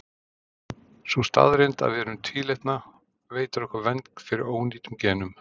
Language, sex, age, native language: Icelandic, male, 40-49, Icelandic